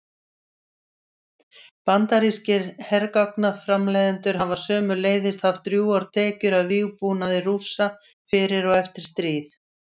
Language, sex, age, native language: Icelandic, female, 60-69, Icelandic